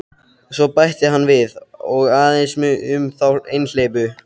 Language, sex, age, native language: Icelandic, male, 13, Icelandic